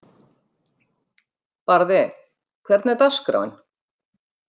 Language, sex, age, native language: Icelandic, female, 50-59, Icelandic